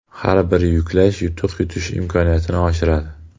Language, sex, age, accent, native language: Uzbek, male, 18-24, Jizzax, Uzbek